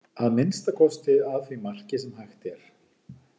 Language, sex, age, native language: Icelandic, male, 50-59, Icelandic